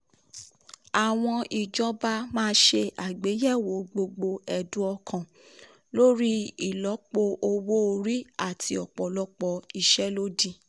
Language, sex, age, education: Yoruba, female, 15-29, tertiary